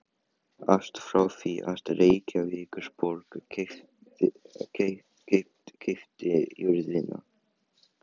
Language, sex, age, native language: Icelandic, male, 18-19, Chinese